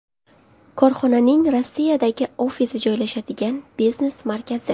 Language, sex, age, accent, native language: Uzbek, female, under 19, Qashqadaryo, Uzbek